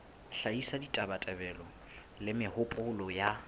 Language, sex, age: Southern Sotho, male, 22